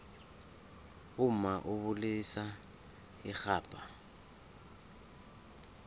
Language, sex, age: South Ndebele, male, 24